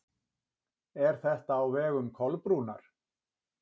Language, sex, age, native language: Icelandic, male, 60-69, Icelandic